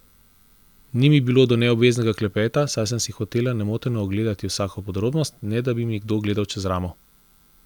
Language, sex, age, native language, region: Slovenian, male, 30-49, Slovenian, Central Slovenia